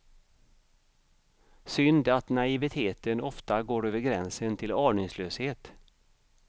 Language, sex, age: Swedish, male, 55